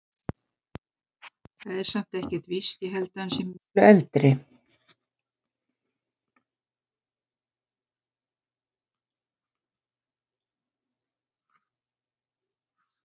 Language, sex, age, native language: Icelandic, female, 50-59, Icelandic